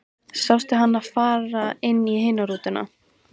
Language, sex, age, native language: Icelandic, female, 13, Icelandic